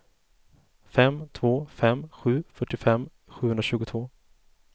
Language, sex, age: Swedish, male, 30